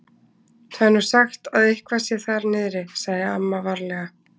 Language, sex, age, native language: Icelandic, female, 20-29, Icelandic